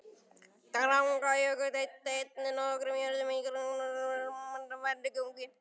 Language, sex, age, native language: Icelandic, female, 18-19, Icelandic